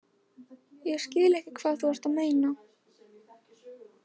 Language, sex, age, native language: Icelandic, female, 15, Icelandic